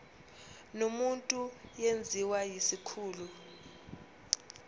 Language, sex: Zulu, female